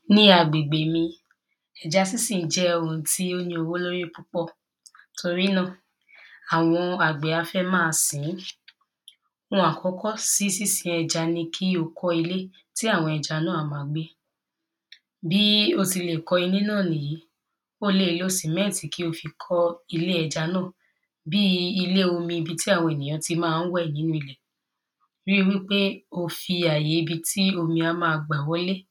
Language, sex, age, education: Yoruba, female, 15-29, secondary